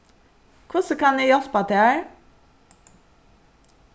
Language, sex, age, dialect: Faroese, female, 36-60, Suðuroy